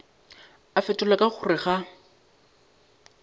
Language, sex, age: Northern Sotho, male, 22